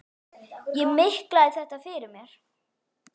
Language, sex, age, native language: Icelandic, female, 10, Icelandic